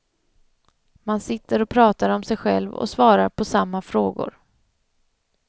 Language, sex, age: Swedish, female, 31